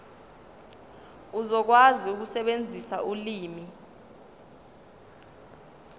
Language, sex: Zulu, female